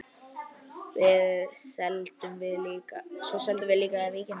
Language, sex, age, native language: Icelandic, male, 10, Icelandic